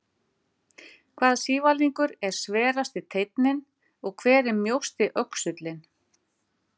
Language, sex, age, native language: Icelandic, female, 50-59, Icelandic